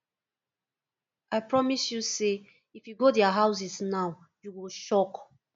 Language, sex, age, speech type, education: Nigerian Pidgin, female, 15-29, spontaneous, tertiary